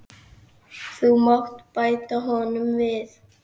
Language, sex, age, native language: Icelandic, male, 9, Icelandic